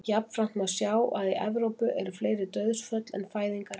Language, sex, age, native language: Icelandic, female, 40-49, Icelandic